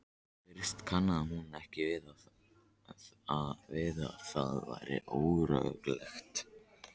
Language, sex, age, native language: Icelandic, male, 13, Icelandic